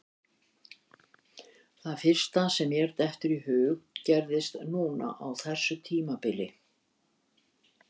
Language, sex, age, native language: Icelandic, female, 70-79, Icelandic